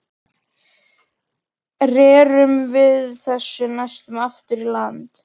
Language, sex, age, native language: Icelandic, female, 12, Icelandic